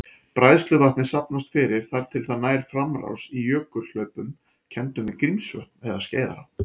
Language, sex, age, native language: Icelandic, male, 40-49, Icelandic